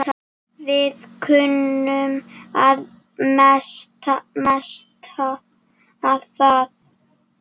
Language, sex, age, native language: Icelandic, female, 7, Icelandic